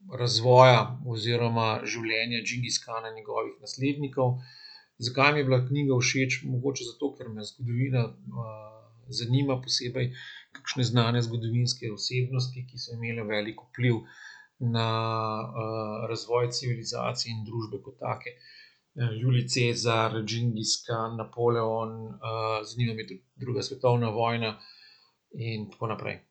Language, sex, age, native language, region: Slovenian, male, 50-59, Slovenian, Central Slovenia